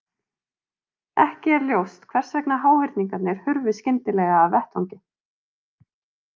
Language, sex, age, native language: Icelandic, female, 30-39, Icelandic